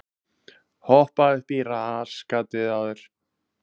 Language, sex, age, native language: Icelandic, male, 20-29, Icelandic